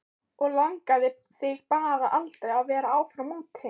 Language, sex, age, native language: Icelandic, female, 15, Icelandic